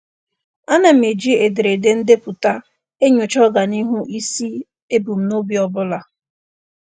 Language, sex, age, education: Igbo, female, 15-29, secondary